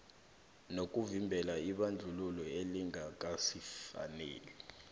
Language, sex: South Ndebele, male